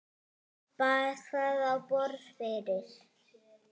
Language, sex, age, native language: Icelandic, male, 9, Icelandic